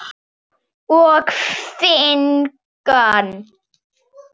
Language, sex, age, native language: Icelandic, female, 7, Icelandic